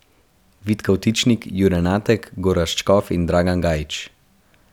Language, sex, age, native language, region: Slovenian, male, 12-17, Slovenian, Central Slovenia